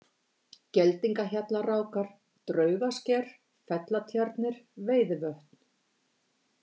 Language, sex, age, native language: Icelandic, female, 50-59, Icelandic